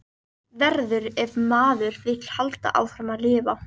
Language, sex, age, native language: Icelandic, female, 13, Icelandic